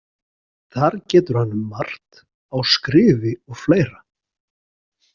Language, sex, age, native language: Icelandic, male, 40-49, Icelandic